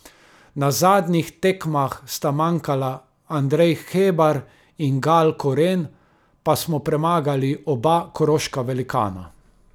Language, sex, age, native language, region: Slovenian, male, 30-49, Slovenian, Carinthia region